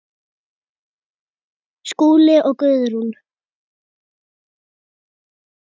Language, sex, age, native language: Icelandic, female, 8, Icelandic